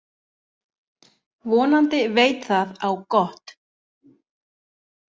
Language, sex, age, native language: Icelandic, male, 40-49, Icelandic